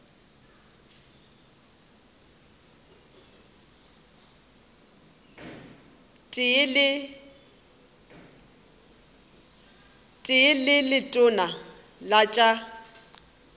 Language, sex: Northern Sotho, female